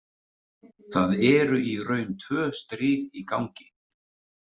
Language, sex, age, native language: Icelandic, male, 30-39, Icelandic